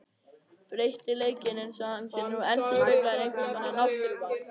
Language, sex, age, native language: Icelandic, male, 18-19, Icelandic